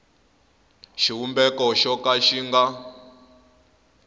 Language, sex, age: Tsonga, male, 21